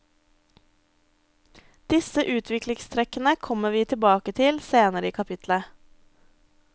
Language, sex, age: Norwegian, female, 23